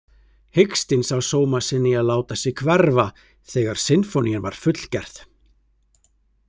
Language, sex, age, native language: Icelandic, male, 30-39, Icelandic